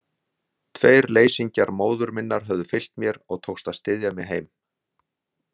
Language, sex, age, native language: Icelandic, male, 60-69, Icelandic